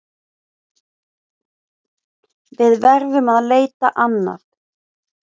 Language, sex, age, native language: Icelandic, female, 20-29, Icelandic